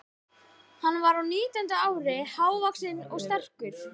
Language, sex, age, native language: Icelandic, female, 12, Icelandic